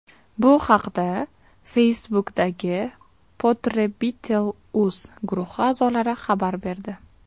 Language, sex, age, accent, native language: Uzbek, female, 19-29, Farg'ona, Uzbek